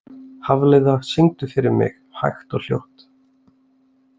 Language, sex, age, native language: Icelandic, male, 20-29, Icelandic